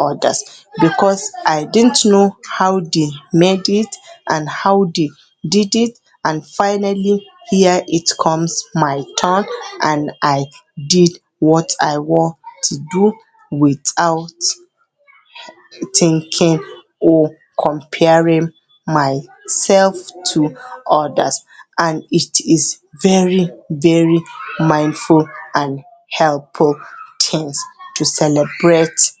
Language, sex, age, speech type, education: Hausa, female, 30-45, spontaneous, tertiary